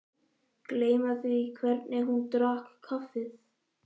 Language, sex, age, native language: Icelandic, male, 11, Icelandic